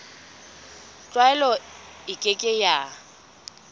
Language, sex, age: Southern Sotho, female, 20